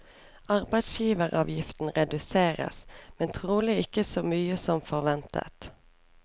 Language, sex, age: Norwegian, female, 24